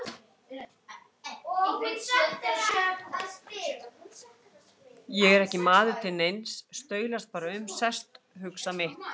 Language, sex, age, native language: Icelandic, female, 40-49, Icelandic